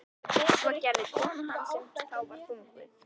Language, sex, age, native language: Icelandic, female, 11, Icelandic